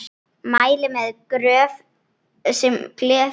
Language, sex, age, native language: Icelandic, female, 9, Icelandic